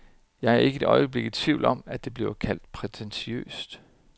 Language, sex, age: Danish, male, 30